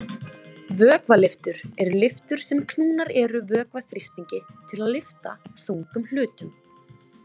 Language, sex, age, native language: Icelandic, female, 20-29, Icelandic